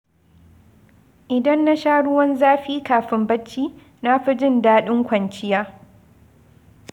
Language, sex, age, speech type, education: Hausa, female, 15-29, read, secondary